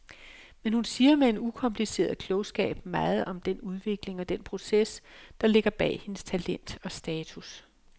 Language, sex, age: Danish, female, 56